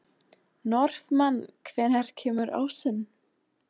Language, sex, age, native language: Icelandic, female, 20-29, German